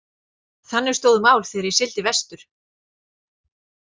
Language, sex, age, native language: Icelandic, female, 40-49, Icelandic